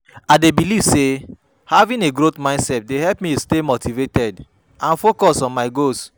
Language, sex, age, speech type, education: Nigerian Pidgin, male, 30-45, spontaneous, tertiary